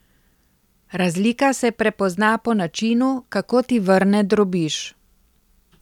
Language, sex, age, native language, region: Slovenian, female, 50-59, Slovenian, Central Slovenia